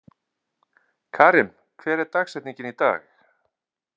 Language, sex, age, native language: Icelandic, male, 40-49, Icelandic